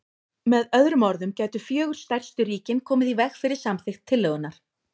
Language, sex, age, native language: Icelandic, female, 30-39, Icelandic